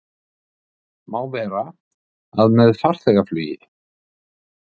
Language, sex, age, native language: Icelandic, male, 50-59, Icelandic